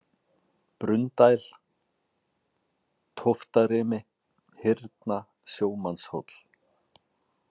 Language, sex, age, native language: Icelandic, male, 40-49, Icelandic